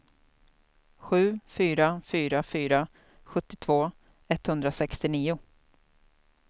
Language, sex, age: Swedish, female, 28